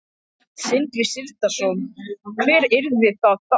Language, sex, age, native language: Icelandic, male, 13, Icelandic